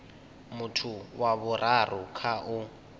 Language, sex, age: Venda, male, 19